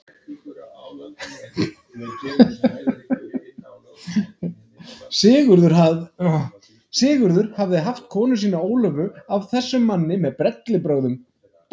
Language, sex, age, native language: Icelandic, male, 30-39, Icelandic